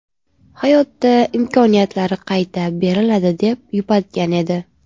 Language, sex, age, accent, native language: Uzbek, female, 18-24, Navoiy, Uzbek